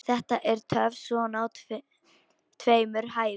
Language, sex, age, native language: Icelandic, female, 18-19, Polish